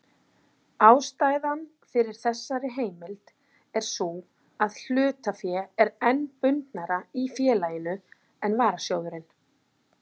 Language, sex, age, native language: Icelandic, female, 40-49, Icelandic